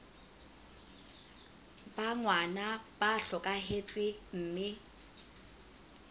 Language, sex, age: Southern Sotho, female, 25